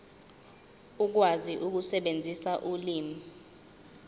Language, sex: Zulu, female